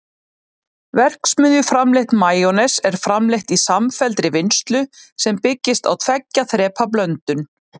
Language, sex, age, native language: Icelandic, female, 30-39, Icelandic